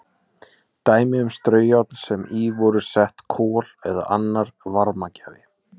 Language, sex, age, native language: Icelandic, male, 20-29, Icelandic